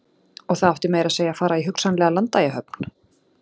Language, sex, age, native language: Icelandic, female, 40-49, Icelandic